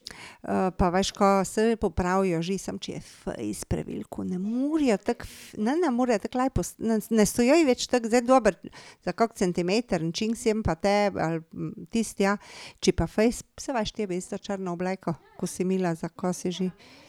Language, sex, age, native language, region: Slovenian, female, 50-59, Slovenian, Drava region